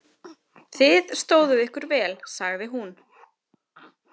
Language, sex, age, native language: Icelandic, female, 30-39, Icelandic